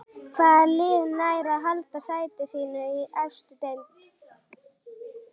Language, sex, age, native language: Icelandic, female, 11, Icelandic